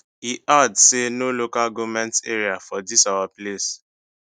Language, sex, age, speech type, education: Nigerian Pidgin, male, 15-29, spontaneous, secondary